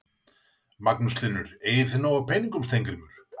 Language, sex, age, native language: Icelandic, male, 40-49, Icelandic